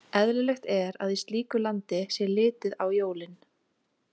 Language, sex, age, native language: Icelandic, female, 20-29, Icelandic